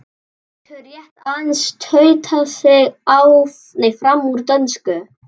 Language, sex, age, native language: Icelandic, male, 11, Icelandic